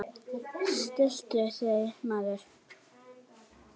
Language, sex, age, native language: Icelandic, female, 9, Icelandic